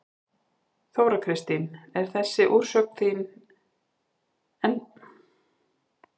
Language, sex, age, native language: Icelandic, female, 50-59, Icelandic